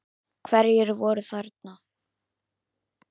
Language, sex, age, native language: Icelandic, female, 9, Icelandic